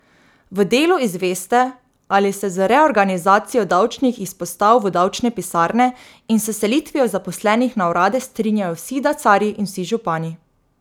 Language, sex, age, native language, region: Slovenian, female, 18-29, Slovenian, Drava region